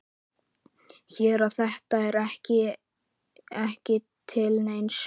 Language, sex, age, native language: Icelandic, male, 11, Icelandic